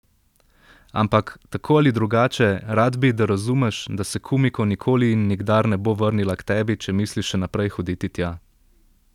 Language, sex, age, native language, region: Slovenian, male, 18-29, Slovenian, Central Slovenia